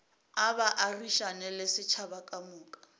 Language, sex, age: Northern Sotho, female, 27